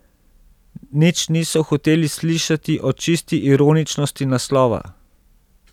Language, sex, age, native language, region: Slovenian, male, 30-49, Slovenian, Central Slovenia